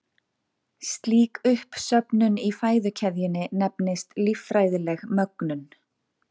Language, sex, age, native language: Icelandic, female, 40-49, Icelandic